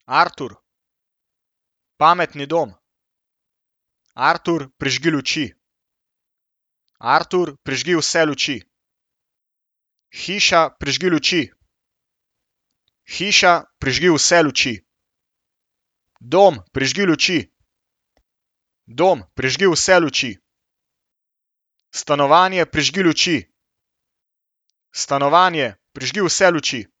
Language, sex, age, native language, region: Slovenian, male, 18-29, Slovenian, Central Slovenia